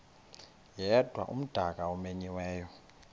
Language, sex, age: Xhosa, male, 21